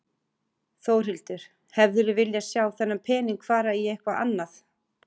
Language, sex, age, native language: Icelandic, female, 40-49, Icelandic